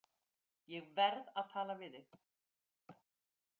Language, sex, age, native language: Icelandic, female, 50-59, Icelandic